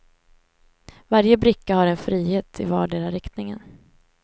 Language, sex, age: Swedish, female, 18